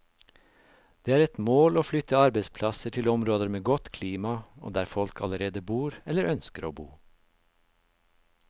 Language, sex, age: Norwegian, male, 56